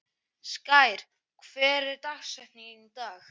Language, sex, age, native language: Icelandic, male, 11, Icelandic